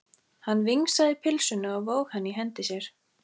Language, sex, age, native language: Icelandic, female, 14, Icelandic